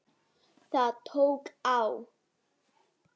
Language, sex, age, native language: Icelandic, female, 7, Icelandic